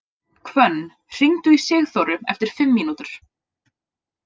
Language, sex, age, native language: Icelandic, female, 20-29, Icelandic